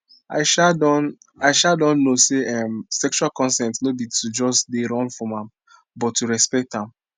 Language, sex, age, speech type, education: Nigerian Pidgin, male, 15-29, spontaneous, secondary